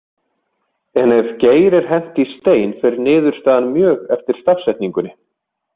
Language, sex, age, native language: Icelandic, male, 20-29, Icelandic